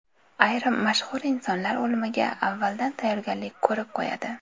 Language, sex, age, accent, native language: Uzbek, female, 18-24, Toshkent viloyati, Uzbek